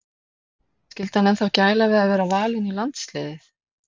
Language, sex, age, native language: Icelandic, female, 40-49, Icelandic